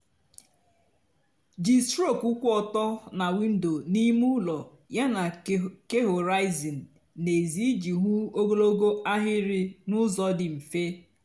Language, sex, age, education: Igbo, female, 46-60, tertiary